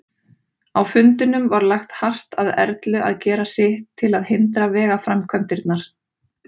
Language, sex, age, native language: Icelandic, female, 30-39, Icelandic